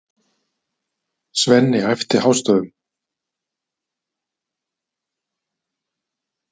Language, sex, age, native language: Icelandic, male, 50-59, Icelandic